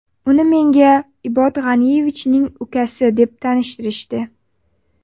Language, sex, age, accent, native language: Uzbek, female, 18-24, Sirdaryo, Uzbek